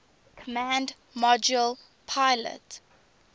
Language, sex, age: English, female, 19